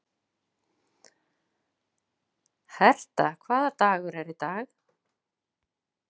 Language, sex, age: Icelandic, female, 60-69